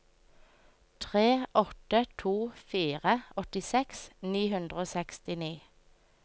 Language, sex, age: Norwegian, female, 24